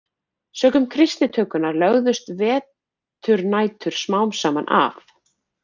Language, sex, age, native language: Icelandic, female, 40-49, Icelandic